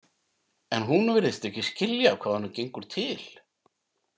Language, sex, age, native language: Icelandic, male, 50-59, Icelandic